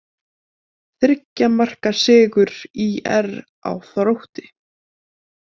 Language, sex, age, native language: Icelandic, female, 20-29, Icelandic